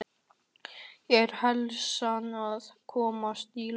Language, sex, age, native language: Icelandic, male, 13, Icelandic